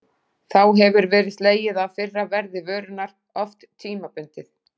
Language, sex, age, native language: Icelandic, female, 40-49, Icelandic